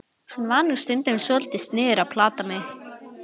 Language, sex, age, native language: Icelandic, female, 11, Icelandic